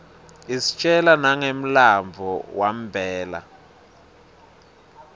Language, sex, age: Swati, male, 20